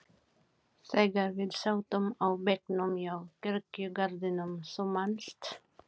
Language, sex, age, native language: Icelandic, female, 40-49, Filipino